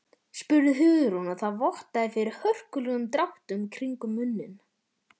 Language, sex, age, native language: Icelandic, male, 11, Icelandic